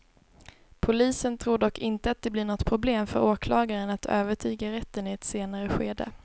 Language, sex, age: Swedish, female, 22